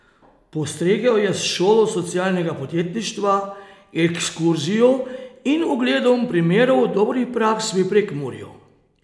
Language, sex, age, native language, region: Slovenian, male, 30-49, Slovenian, Posavska region